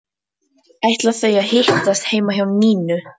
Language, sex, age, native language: Icelandic, female, 12, Icelandic